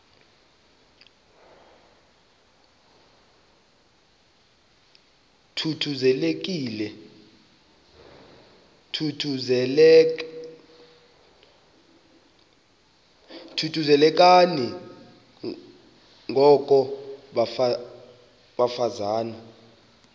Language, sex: Xhosa, male